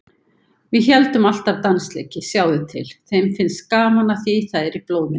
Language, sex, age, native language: Icelandic, female, 50-59, Icelandic